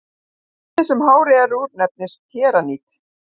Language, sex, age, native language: Icelandic, female, 50-59, Icelandic